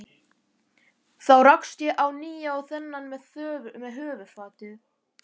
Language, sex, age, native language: Icelandic, male, 11, Icelandic